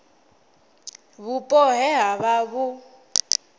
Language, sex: Venda, female